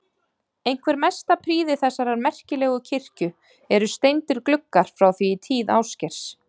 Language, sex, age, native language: Icelandic, female, 30-39, Icelandic